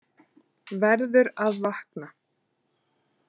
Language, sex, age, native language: Icelandic, female, 30-39, Icelandic